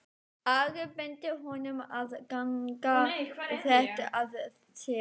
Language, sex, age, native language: Icelandic, female, 12, Icelandic